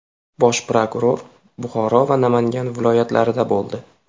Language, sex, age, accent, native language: Uzbek, male, 18-24, Farg'ona, Uzbek